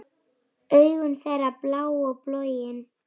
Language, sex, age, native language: Icelandic, female, 9, Icelandic